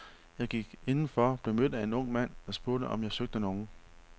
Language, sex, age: Danish, male, 31